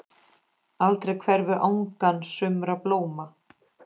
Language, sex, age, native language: Icelandic, female, 10, Icelandic